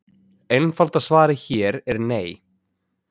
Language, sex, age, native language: Icelandic, male, 20-29, Icelandic